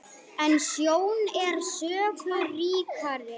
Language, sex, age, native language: Icelandic, male, 9, Icelandic